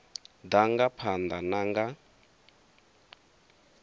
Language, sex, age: Venda, male, 24